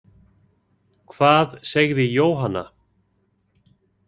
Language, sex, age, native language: Icelandic, male, 40-49, Icelandic